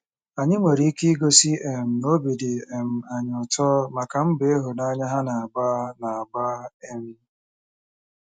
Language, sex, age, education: Igbo, male, 30-45, tertiary